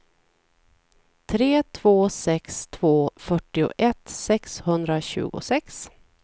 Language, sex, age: Swedish, female, 40